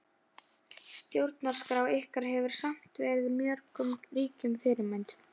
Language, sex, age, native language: Icelandic, female, 11, Icelandic